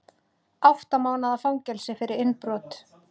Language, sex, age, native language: Icelandic, female, 30-39, Icelandic